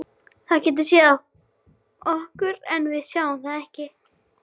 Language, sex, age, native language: Icelandic, female, 13, Icelandic